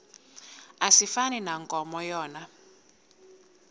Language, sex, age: Xhosa, female, 22